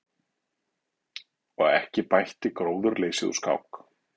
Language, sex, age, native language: Icelandic, male, 40-49, Icelandic